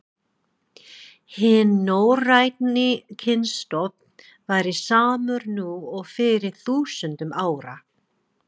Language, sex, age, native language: Icelandic, female, 40-49, English